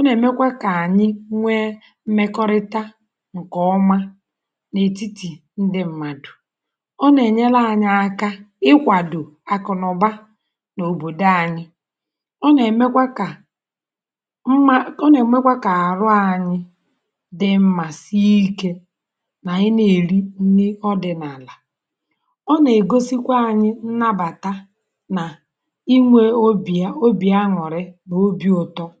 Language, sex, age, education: Igbo, male, 30-45, tertiary